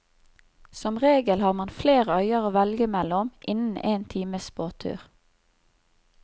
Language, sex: Norwegian, female